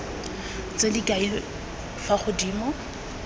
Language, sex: Tswana, female